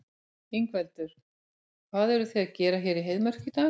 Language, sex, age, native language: Icelandic, female, 50-59, Icelandic